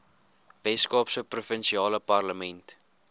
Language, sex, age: Afrikaans, male, 20